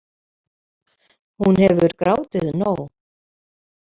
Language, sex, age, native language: Icelandic, female, 50-59, Icelandic